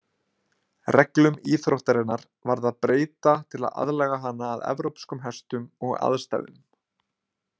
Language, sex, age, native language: Icelandic, male, 20-29, Icelandic